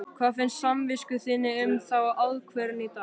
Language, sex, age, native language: Icelandic, male, 13, Icelandic